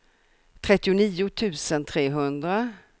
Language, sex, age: Swedish, female, 64